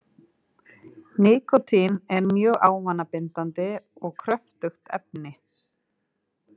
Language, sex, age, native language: Icelandic, female, 40-49, Icelandic